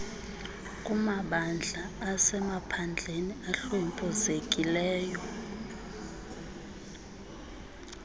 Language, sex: Xhosa, female